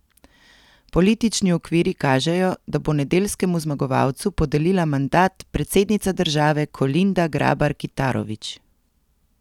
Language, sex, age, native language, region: Slovenian, female, 30-49, Slovenian, Central Slovenia